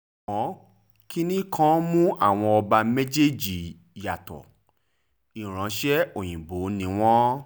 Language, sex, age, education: Yoruba, male, 30-45, tertiary